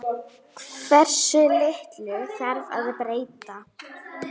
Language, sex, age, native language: Icelandic, female, 9, Icelandic